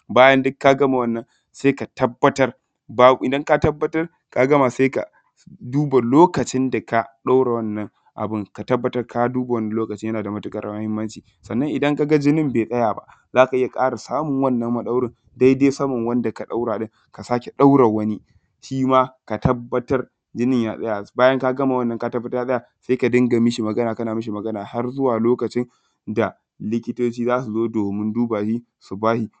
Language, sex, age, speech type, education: Hausa, male, 15-29, spontaneous, tertiary